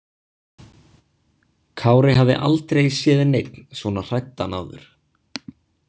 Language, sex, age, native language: Icelandic, male, 20-29, Icelandic